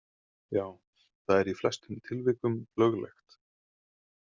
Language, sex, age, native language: Icelandic, male, 30-39, Icelandic